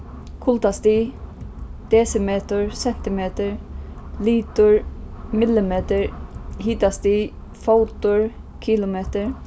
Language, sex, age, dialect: Faroese, female, 36-60, Suðurstreymoy